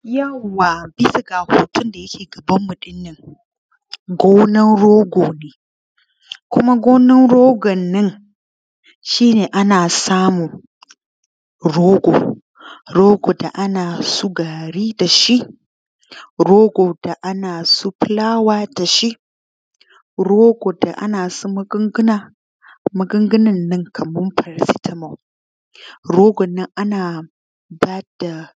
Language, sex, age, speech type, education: Hausa, female, 15-29, spontaneous, tertiary